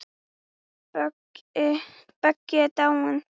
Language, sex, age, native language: Icelandic, female, 10, Icelandic